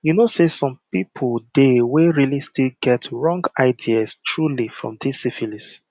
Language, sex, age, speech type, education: Nigerian Pidgin, male, 30-45, spontaneous, tertiary